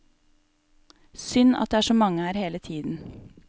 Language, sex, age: Norwegian, female, 28